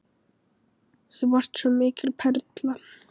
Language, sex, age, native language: Icelandic, female, 9, Icelandic